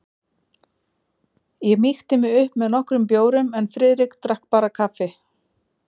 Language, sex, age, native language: Icelandic, female, 40-49, Icelandic